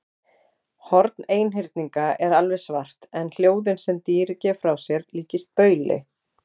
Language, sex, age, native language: Icelandic, female, 40-49, Icelandic